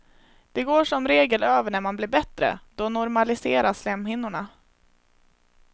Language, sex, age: Swedish, female, 21